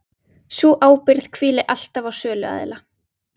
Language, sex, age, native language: Icelandic, female, 20-29, Icelandic